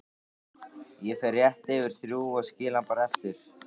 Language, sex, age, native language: Icelandic, male, 13, Icelandic